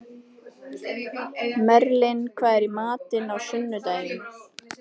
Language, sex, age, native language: Icelandic, female, 20-29, Icelandic